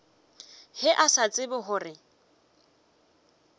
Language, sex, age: Northern Sotho, female, 23